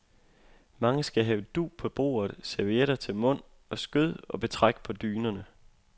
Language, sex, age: Danish, male, 25